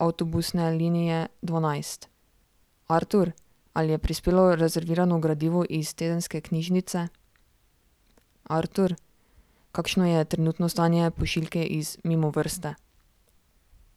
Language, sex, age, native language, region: Slovenian, female, 18-29, Slovenian, Drava region